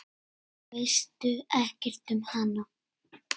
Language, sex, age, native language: Icelandic, female, 6, Icelandic